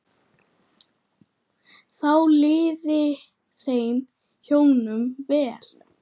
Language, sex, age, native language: Icelandic, male, 9, Icelandic